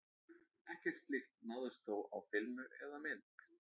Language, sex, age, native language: Icelandic, male, 20-29, Icelandic